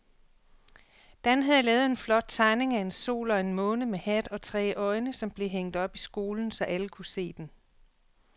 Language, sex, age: Danish, female, 48